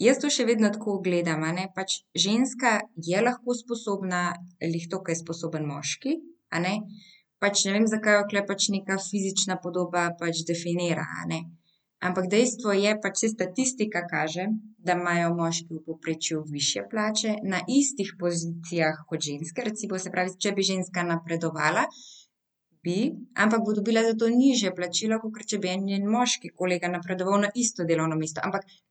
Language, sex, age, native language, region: Slovenian, female, 18-29, Slovenian, Central Slovenia